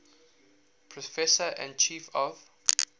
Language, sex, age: English, male, 19